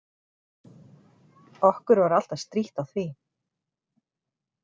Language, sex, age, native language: Icelandic, female, 40-49, Icelandic